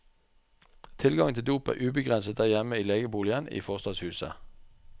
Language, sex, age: Norwegian, male, 44